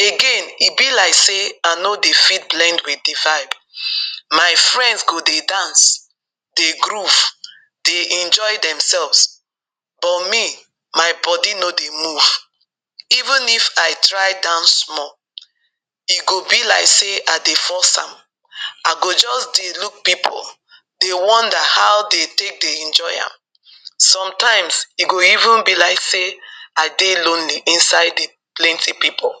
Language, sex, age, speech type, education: Nigerian Pidgin, female, 46-60, spontaneous, tertiary